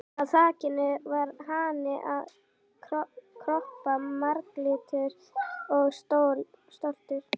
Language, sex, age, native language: Icelandic, female, 11, Icelandic